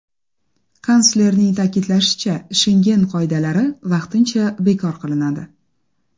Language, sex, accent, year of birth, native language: Uzbek, female, Toshkent shahri, 1994, Uzbek